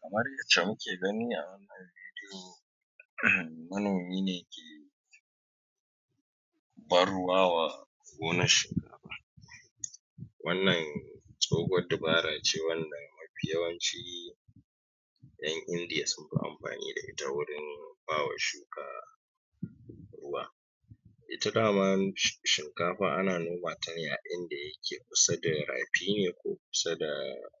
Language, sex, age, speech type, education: Hausa, male, 15-29, spontaneous, tertiary